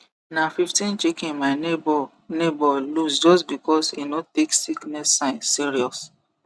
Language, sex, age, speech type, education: Nigerian Pidgin, male, 15-29, spontaneous, tertiary